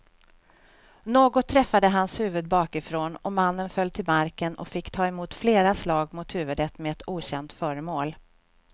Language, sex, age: Swedish, female, 46